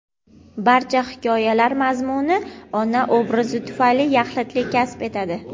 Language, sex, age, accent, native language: Uzbek, female, 18-24, Andijon, Uzbek